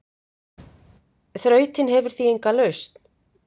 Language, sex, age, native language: Icelandic, female, 50-59, Icelandic